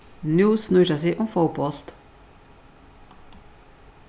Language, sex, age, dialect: Faroese, female, 61+, Suðurstreymoy